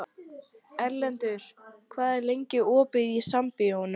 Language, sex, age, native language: Icelandic, female, 12, Icelandic